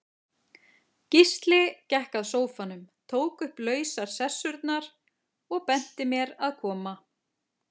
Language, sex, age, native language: Icelandic, female, 40-49, Icelandic